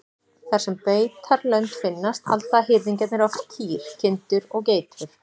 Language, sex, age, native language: Icelandic, female, 40-49, Icelandic